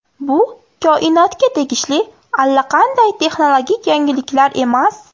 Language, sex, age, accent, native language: Uzbek, female, 18-24, Farg'ona, Uzbek